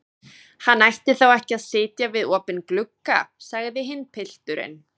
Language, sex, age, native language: Icelandic, female, 20-29, Icelandic